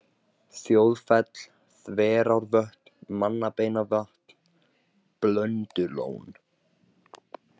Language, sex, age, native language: Icelandic, male, 18-19, Icelandic